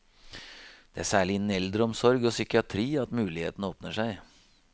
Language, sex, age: Norwegian, male, 52